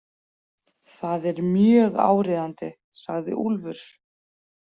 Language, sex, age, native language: Icelandic, female, 40-49, Icelandic